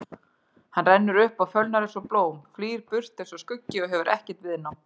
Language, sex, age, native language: Icelandic, female, 40-49, Icelandic